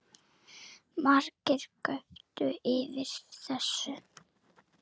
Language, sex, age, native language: Icelandic, female, 9, Icelandic